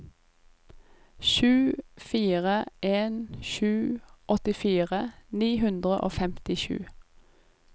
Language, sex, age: Norwegian, female, 25